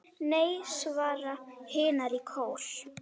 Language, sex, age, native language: Icelandic, female, 9, Icelandic